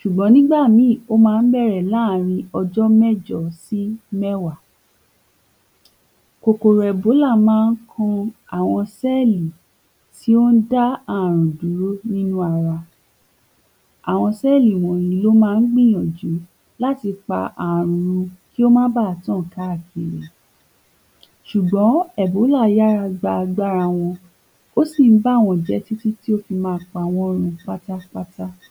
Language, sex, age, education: Yoruba, female, 15-29, tertiary